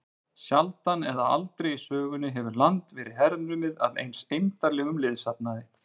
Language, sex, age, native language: Icelandic, male, 40-49, Icelandic